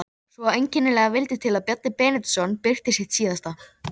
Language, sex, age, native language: Icelandic, female, 13, Icelandic